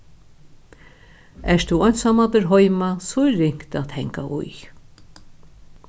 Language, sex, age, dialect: Faroese, female, 61+, Norðuroyggjar